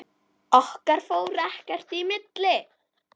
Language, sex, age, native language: Icelandic, female, 10, Icelandic